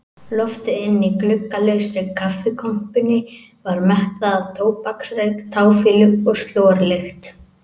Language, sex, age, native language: Icelandic, male, 18-19, Icelandic